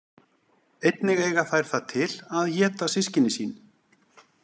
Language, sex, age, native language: Icelandic, male, 40-49, Icelandic